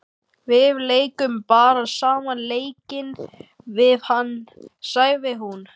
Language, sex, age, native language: Icelandic, male, 12, Icelandic